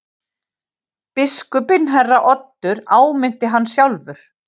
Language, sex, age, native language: Icelandic, female, 50-59, Icelandic